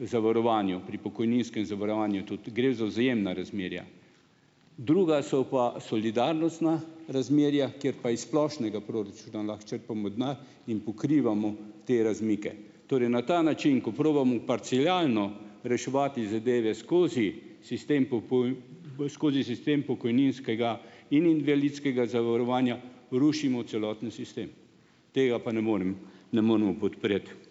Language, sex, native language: Slovenian, male, Slovenian